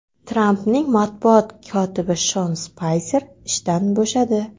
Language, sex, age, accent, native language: Uzbek, female, 18-24, Qoraqalpog'iston, Karakalpak